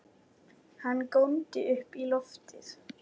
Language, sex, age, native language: Icelandic, male, 10, Icelandic